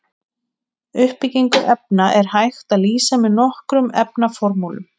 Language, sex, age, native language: Icelandic, female, 20-29, Icelandic